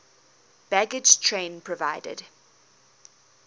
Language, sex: English, female